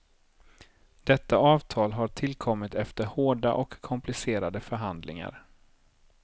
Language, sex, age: Swedish, male, 30